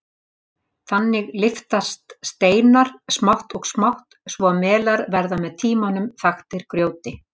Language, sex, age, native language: Icelandic, female, 60-69, Icelandic